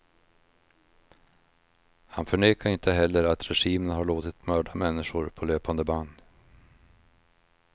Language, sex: Swedish, male